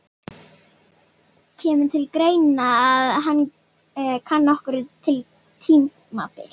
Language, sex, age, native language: Icelandic, female, 18-19, Icelandic